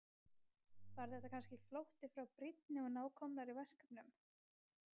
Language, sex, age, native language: Icelandic, female, 20-29, Icelandic